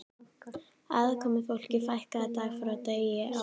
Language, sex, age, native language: Icelandic, female, 13, Icelandic